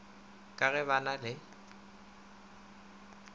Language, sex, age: Northern Sotho, male, 25